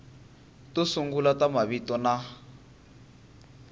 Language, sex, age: Tsonga, male, 19